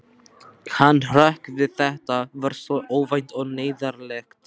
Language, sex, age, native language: Icelandic, male, 12, Icelandic